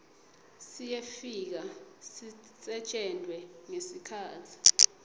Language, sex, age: Swati, female, 22